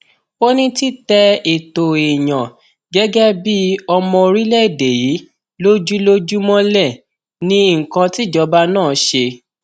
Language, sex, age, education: Yoruba, male, 15-29, tertiary